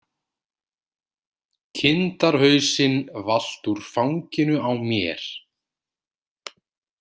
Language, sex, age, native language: Icelandic, male, 30-39, Icelandic